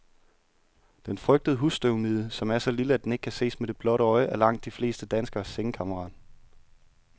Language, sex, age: Danish, male, 31